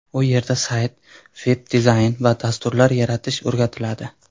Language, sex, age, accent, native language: Uzbek, male, 19-29, Surxondaryo, Uzbek